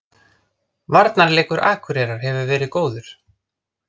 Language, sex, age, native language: Icelandic, other, 30-39, Icelandic